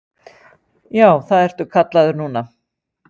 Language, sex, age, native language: Icelandic, female, 50-59, Icelandic